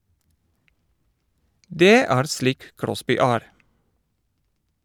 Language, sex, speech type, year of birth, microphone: Norwegian, male, read, 1973, Shure